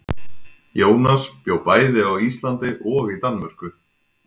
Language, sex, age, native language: Icelandic, male, 20-29, Icelandic